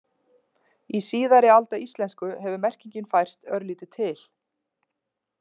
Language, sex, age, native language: Icelandic, female, 40-49, Icelandic